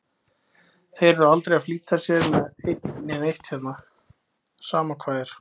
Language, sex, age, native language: Icelandic, male, 20-29, Icelandic